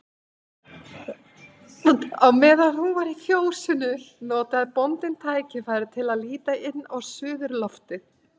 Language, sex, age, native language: Icelandic, female, 50-59, Icelandic